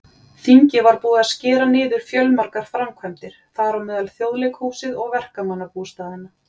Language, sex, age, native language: Icelandic, female, 40-49, Icelandic